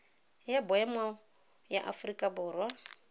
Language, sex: Tswana, female